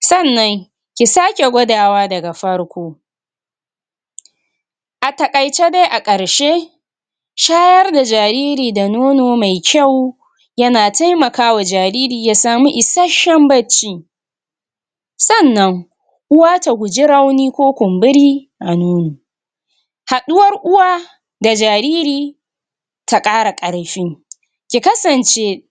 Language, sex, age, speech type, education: Hausa, female, 46-60, spontaneous, tertiary